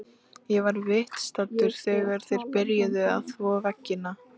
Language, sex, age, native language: Icelandic, female, 13, Icelandic